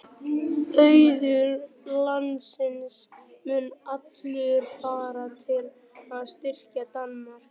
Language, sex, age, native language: Icelandic, male, 11, Icelandic